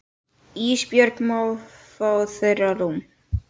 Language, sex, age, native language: Icelandic, male, 10, Icelandic